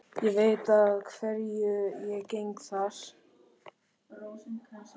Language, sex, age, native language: Icelandic, male, 13, Icelandic